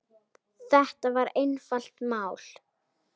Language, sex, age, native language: Icelandic, female, 10, Icelandic